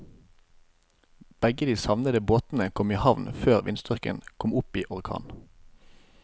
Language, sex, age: Norwegian, male, 25